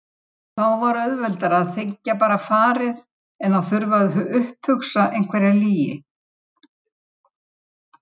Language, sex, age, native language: Icelandic, female, 70-79, Icelandic